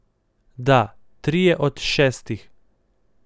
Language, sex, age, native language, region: Slovenian, male, 18-29, Slovenian, Central Slovenia